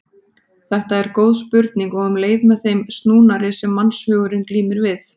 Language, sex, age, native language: Icelandic, female, 30-39, Icelandic